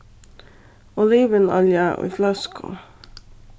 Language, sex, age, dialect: Faroese, female, 15-35, Suðurstreymoy